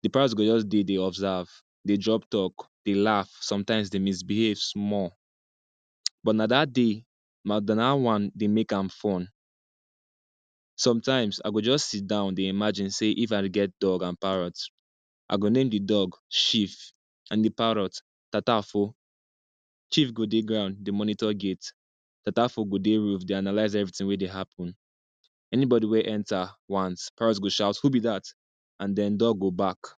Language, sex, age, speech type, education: Nigerian Pidgin, male, 15-29, spontaneous, secondary